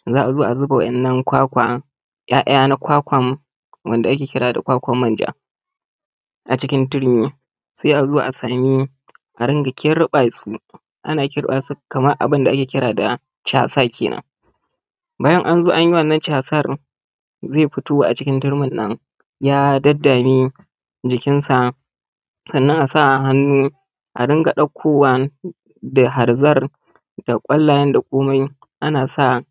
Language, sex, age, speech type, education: Hausa, male, 30-45, spontaneous, tertiary